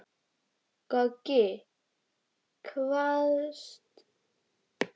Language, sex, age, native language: Icelandic, female, 12, Icelandic